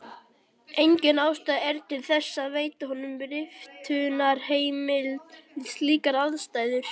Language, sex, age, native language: Icelandic, male, 18-19, Icelandic